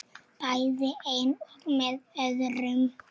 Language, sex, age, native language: Icelandic, female, 7, Icelandic